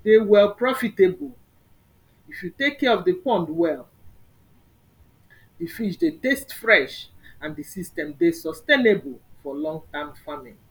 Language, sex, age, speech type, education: Nigerian Pidgin, female, 46-60, spontaneous, secondary